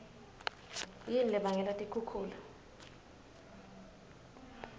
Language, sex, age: Swati, female, 23